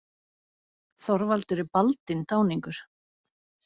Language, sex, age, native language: Icelandic, female, 40-49, Icelandic